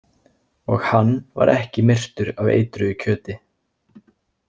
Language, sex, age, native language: Icelandic, male, 20-29, Icelandic